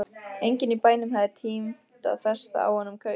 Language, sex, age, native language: Icelandic, female, 15, Icelandic